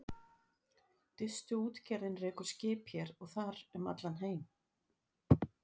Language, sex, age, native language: Icelandic, female, 60-69, Icelandic